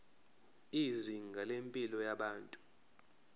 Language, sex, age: Zulu, male, 23